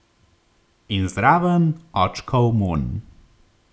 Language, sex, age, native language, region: Slovenian, male, 18-29, Slovenian, Gorenjska region